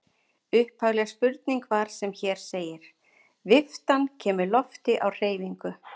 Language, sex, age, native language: Icelandic, female, 50-59, Icelandic